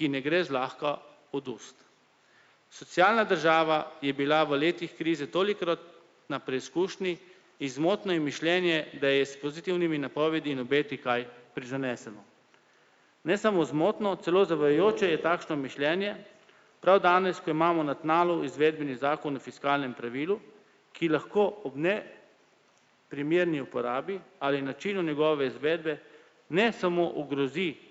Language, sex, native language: Slovenian, male, Slovenian